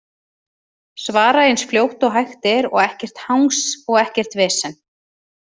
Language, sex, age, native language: Icelandic, female, 30-39, Icelandic